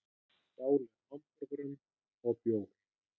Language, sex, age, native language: Icelandic, male, 30-39, Icelandic